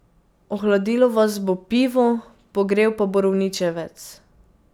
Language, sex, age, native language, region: Slovenian, female, 18-29, Slovenian, Pomurje region